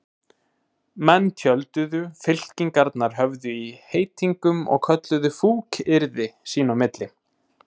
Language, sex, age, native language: Icelandic, male, 20-29, Icelandic